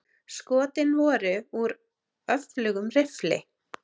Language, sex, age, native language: Icelandic, female, 30-39, Icelandic